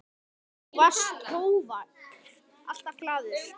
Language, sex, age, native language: Icelandic, male, 10, Icelandic